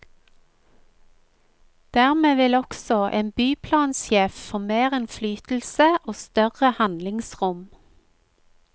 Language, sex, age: Norwegian, female, 45